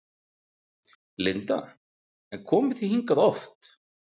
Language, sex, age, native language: Icelandic, male, 40-49, Icelandic